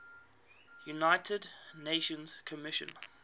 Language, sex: English, male